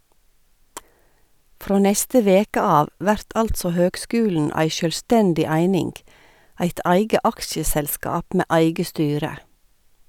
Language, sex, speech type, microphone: Norwegian, female, read, Sennheiser